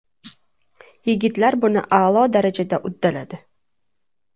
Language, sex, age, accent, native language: Uzbek, female, 19-29, Toshkent shahri, Uzbek